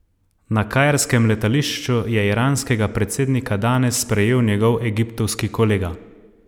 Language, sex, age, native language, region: Slovenian, male, 30-49, Slovenian, Savinja region